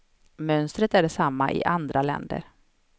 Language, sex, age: Swedish, female, 31